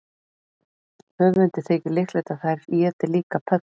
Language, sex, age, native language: Icelandic, female, 40-49, Icelandic